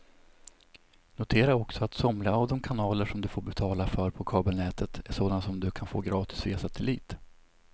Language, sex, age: Swedish, male, 27